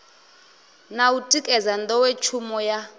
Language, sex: Venda, male